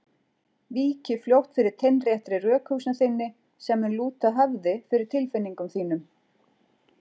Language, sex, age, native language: Icelandic, female, 40-49, Icelandic